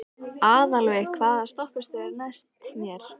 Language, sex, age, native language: Icelandic, female, 13, Icelandic